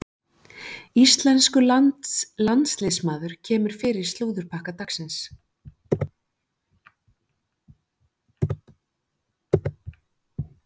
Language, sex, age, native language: Icelandic, female, 40-49, Icelandic